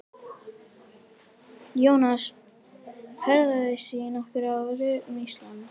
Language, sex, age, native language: Icelandic, female, 11, Icelandic